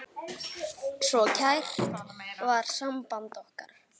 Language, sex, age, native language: Icelandic, male, 8, Icelandic